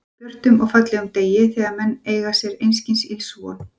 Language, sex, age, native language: Icelandic, female, 40-49, Icelandic